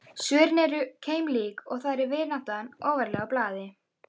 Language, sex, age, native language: Icelandic, female, 12, Icelandic